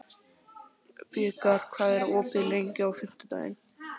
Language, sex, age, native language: Icelandic, male, 12, Icelandic